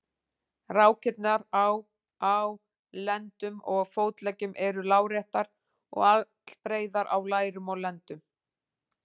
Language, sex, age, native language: Icelandic, female, 40-49, Icelandic